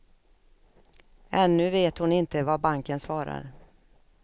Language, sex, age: Swedish, female, 56